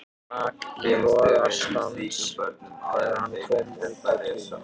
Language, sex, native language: Icelandic, other, Japanese